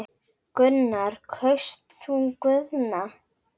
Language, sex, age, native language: Icelandic, female, 9, Icelandic